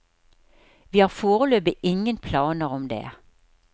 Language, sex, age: Norwegian, female, 63